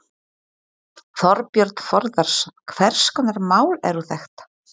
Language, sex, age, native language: Icelandic, female, 40-49, Polish